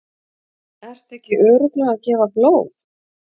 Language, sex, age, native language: Icelandic, female, 50-59, Icelandic